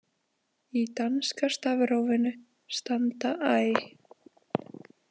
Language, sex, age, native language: Icelandic, female, 20-29, Icelandic